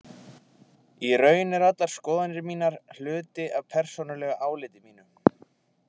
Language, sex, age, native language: Icelandic, male, 20-29, Icelandic